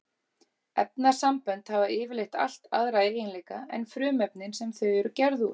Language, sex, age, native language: Icelandic, female, 30-39, Icelandic